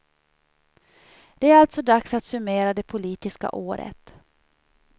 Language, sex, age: Swedish, female, 37